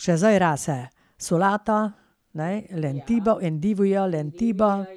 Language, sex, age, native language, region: Slovenian, female, 60+, Slovenian, Pomurje region